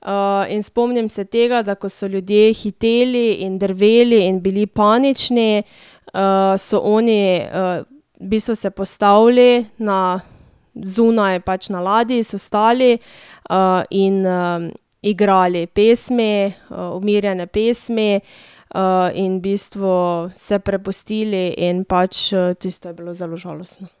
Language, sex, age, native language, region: Slovenian, female, 18-29, Slovenian, Drava region